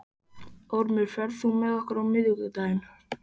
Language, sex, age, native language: Icelandic, male, 14, Icelandic